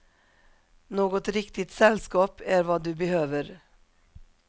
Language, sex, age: Swedish, female, 47